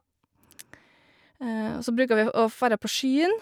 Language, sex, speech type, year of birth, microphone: Norwegian, female, spontaneous, 1986, Shure